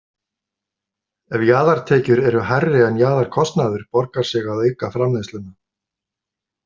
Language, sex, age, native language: Icelandic, male, 50-59, Icelandic